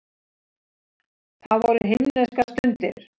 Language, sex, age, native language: Icelandic, female, 60-69, Icelandic